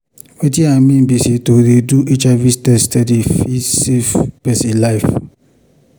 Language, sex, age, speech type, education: Nigerian Pidgin, male, 15-29, spontaneous, tertiary